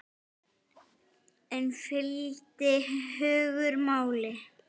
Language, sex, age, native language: Icelandic, female, 10, Icelandic